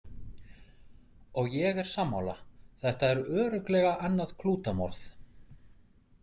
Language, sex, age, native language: Icelandic, male, 40-49, Icelandic